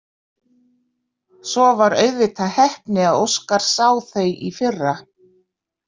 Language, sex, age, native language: Icelandic, female, 60-69, Icelandic